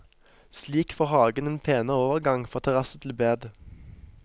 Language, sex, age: Norwegian, male, 23